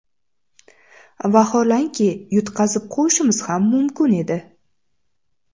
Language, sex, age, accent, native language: Uzbek, female, 18-24, Samarqand, Uzbek